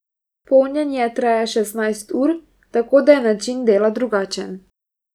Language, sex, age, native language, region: Slovenian, female, 18-29, Slovenian, Drava region